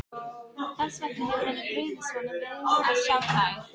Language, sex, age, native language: Icelandic, female, 13, Filipino